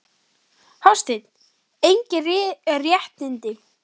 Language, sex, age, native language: Icelandic, male, 12, Icelandic